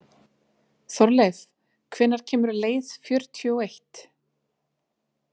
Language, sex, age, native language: Icelandic, female, 40-49, Icelandic